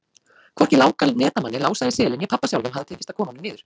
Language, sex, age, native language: Icelandic, female, 40-49, Icelandic